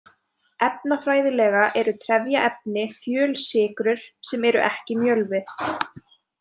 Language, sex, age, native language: Icelandic, female, 20-29, Icelandic